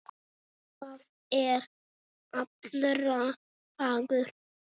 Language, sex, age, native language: Icelandic, male, 6, Icelandic